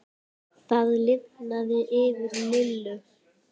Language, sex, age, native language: Icelandic, female, 10, Icelandic